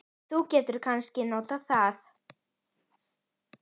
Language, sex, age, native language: Icelandic, female, 10, Icelandic